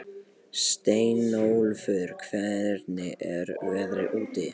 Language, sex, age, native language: Icelandic, male, 18-19, Polish